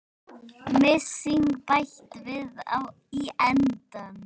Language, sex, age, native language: Icelandic, female, 9, Icelandic